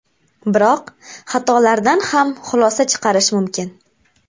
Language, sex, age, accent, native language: Uzbek, female, 18-24, Namangan, Uzbek